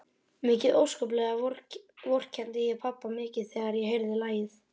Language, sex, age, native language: Icelandic, male, 12, Icelandic